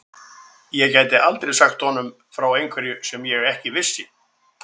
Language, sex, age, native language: Icelandic, male, 60-69, Icelandic